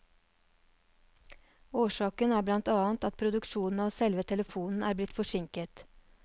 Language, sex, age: Norwegian, female, 39